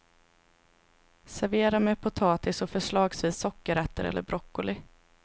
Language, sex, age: Swedish, female, 26